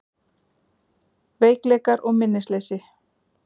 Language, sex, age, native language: Icelandic, female, 40-49, Icelandic